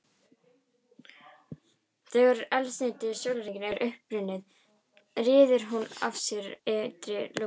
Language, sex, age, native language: Icelandic, female, 18-19, Icelandic